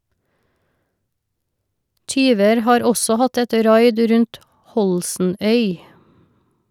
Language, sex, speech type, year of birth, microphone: Norwegian, female, read, 1971, Shure